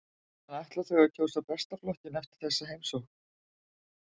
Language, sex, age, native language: Icelandic, female, 50-59, Icelandic